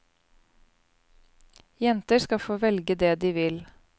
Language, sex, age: Norwegian, female, 29